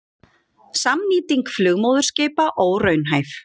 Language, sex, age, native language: Icelandic, female, 40-49, Icelandic